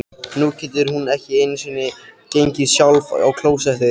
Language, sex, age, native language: Icelandic, male, 13, Icelandic